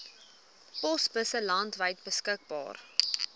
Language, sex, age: Afrikaans, female, 20